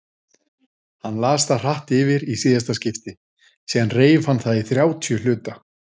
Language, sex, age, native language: Icelandic, female, 40-49, Icelandic